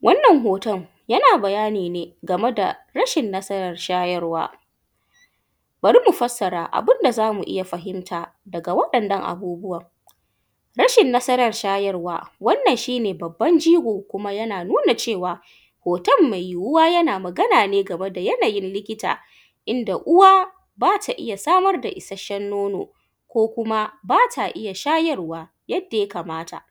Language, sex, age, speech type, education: Hausa, female, 15-29, spontaneous, tertiary